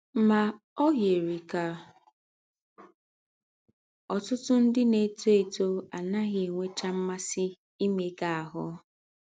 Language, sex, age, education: Igbo, female, 15-29, tertiary